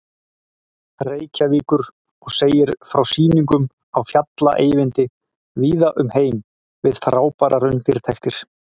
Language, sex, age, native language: Icelandic, male, 40-49, Icelandic